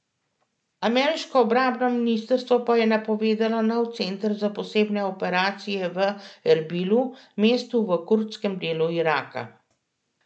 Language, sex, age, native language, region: Slovenian, female, 50-59, Slovenian, Central Slovenia